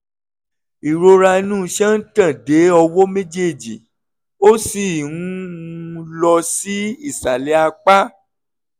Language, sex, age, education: Yoruba, male, 30-45, tertiary